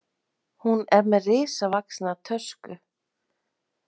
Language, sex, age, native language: Icelandic, female, 30-39, Icelandic